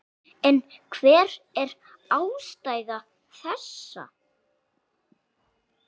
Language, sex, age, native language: Icelandic, male, 6, Icelandic